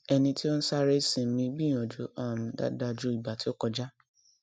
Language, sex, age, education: Yoruba, female, 15-29, tertiary